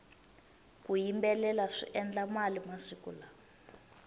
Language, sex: Tsonga, female